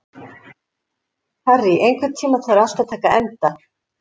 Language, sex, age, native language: Icelandic, female, 60-69, Icelandic